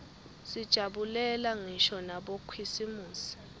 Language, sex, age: Swati, female, 21